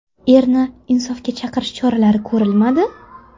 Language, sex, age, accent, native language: Uzbek, female, 18-24, Toshkent shahri, Uzbek